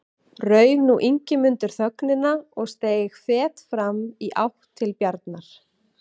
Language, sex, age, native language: Icelandic, female, 30-39, Icelandic